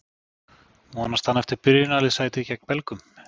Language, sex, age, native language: Icelandic, male, 40-49, Icelandic